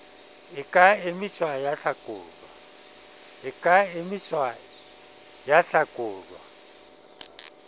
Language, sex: Southern Sotho, male